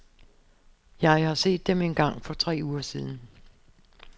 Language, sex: Danish, female